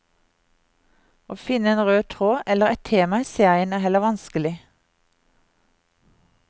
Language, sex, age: Norwegian, female, 50